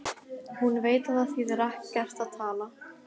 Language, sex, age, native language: Icelandic, female, 12, Icelandic